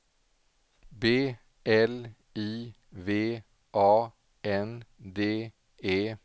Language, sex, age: Swedish, male, 47